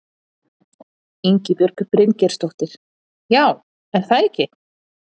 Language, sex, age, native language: Icelandic, female, 40-49, Icelandic